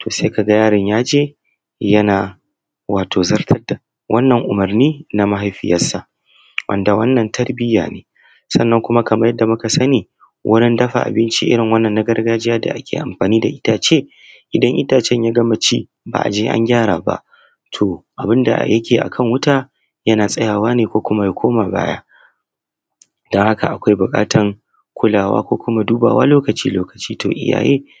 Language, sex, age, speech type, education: Hausa, male, 30-45, spontaneous, tertiary